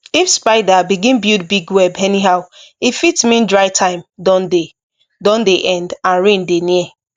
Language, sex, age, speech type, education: Nigerian Pidgin, female, 15-29, spontaneous, tertiary